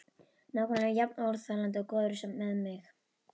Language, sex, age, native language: Icelandic, female, 12, Icelandic